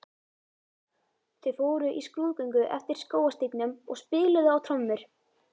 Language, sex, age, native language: Icelandic, female, 11, Icelandic